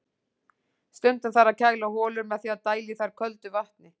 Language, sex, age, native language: Icelandic, female, 40-49, Icelandic